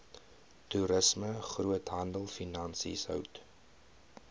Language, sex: Afrikaans, male